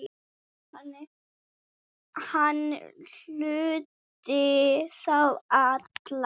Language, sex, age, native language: Icelandic, female, 8, Icelandic